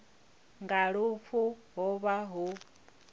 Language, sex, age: Venda, female, 21